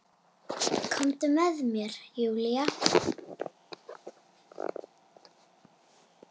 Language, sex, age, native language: Icelandic, female, 7, Icelandic